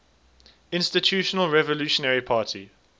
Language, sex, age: English, male, 19